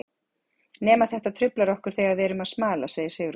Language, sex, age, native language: Icelandic, female, 40-49, Icelandic